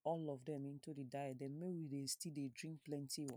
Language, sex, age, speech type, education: Nigerian Pidgin, female, 30-45, spontaneous, secondary